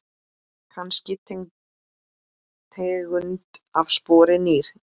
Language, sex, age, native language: Icelandic, female, 8, Icelandic